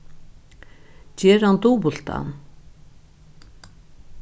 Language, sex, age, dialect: Faroese, female, 61+, Norðuroyggjar